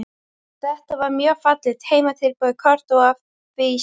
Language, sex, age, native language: Icelandic, female, 12, Icelandic